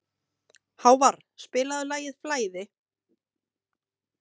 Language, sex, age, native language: Icelandic, female, 30-39, Icelandic